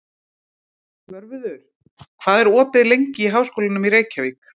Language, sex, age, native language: Icelandic, female, 30-39, Icelandic